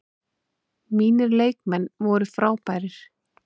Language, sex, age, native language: Icelandic, female, 30-39, Icelandic